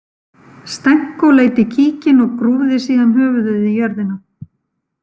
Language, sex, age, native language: Icelandic, female, 50-59, Icelandic